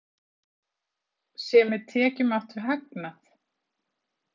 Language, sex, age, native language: Icelandic, female, 30-39, Icelandic